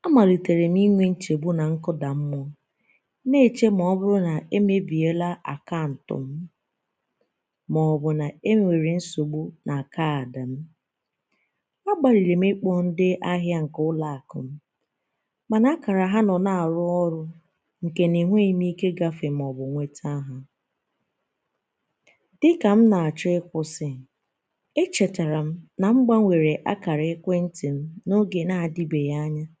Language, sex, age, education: Igbo, female, 15-29, tertiary